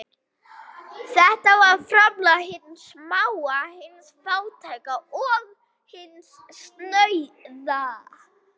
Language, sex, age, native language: Icelandic, female, 11, Icelandic